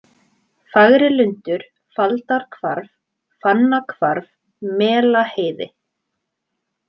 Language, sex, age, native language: Icelandic, female, 20-29, Icelandic